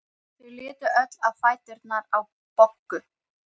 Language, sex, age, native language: Icelandic, female, 13, Icelandic